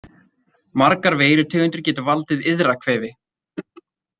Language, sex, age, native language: Icelandic, male, 30-39, Icelandic